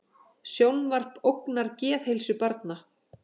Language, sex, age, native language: Icelandic, female, 40-49, Icelandic